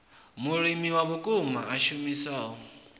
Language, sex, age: Venda, male, 21